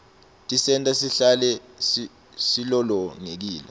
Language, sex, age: Swati, male, 20